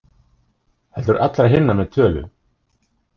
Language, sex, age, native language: Icelandic, male, 30-39, Icelandic